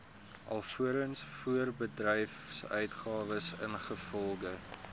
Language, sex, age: Afrikaans, male, 22